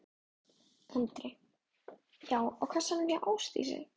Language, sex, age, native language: Icelandic, female, 12, Icelandic